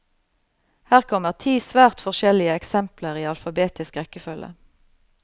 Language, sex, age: Norwegian, female, 38